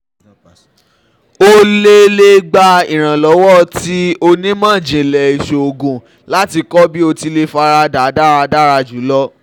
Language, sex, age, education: Yoruba, female, 15-29, tertiary